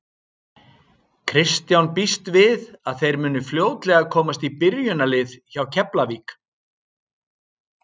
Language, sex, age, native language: Icelandic, male, 60-69, Icelandic